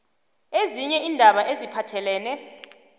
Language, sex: South Ndebele, female